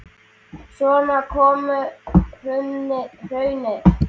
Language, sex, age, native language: Icelandic, male, 10, Icelandic